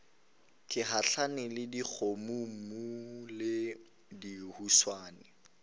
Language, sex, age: Northern Sotho, male, 19